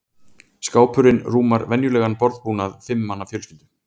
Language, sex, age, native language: Icelandic, male, 40-49, Icelandic